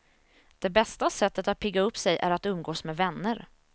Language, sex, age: Swedish, female, 27